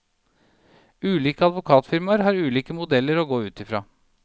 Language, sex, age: Norwegian, male, 37